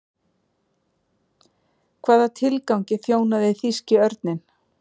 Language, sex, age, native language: Icelandic, female, 40-49, Icelandic